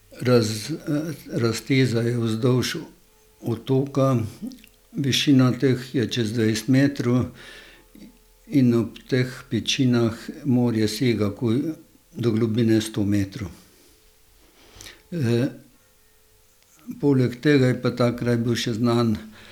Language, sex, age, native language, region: Slovenian, male, 60+, Slovenian, Gorenjska region